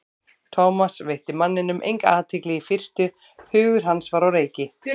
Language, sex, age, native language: Icelandic, female, 30-39, Icelandic